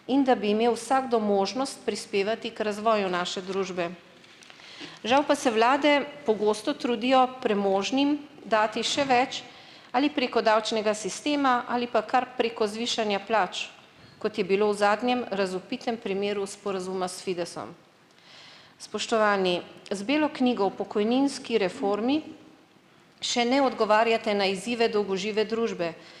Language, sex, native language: Slovenian, female, Slovenian